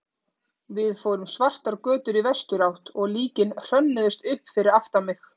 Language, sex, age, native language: Icelandic, female, 30-39, Icelandic